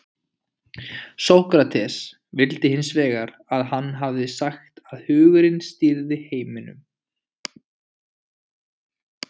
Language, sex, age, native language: Icelandic, male, 20-29, Icelandic